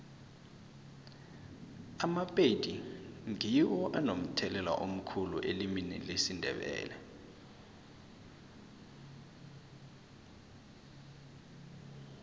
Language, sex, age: South Ndebele, male, 23